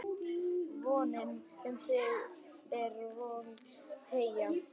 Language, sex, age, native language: Icelandic, male, 11, Icelandic